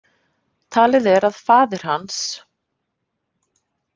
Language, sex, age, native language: Icelandic, female, 30-39, Icelandic